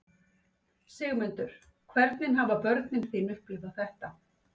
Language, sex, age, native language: Icelandic, female, 50-59, Icelandic